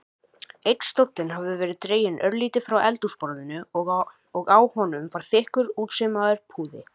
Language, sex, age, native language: Icelandic, male, 18-19, Icelandic